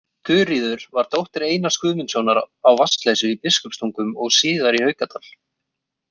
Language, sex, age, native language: Icelandic, male, 20-29, Icelandic